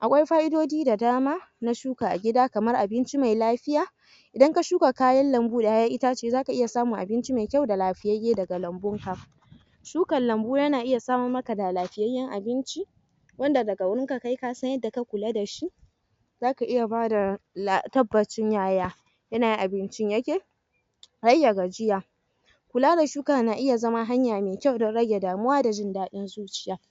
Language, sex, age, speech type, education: Hausa, female, 46-60, spontaneous, tertiary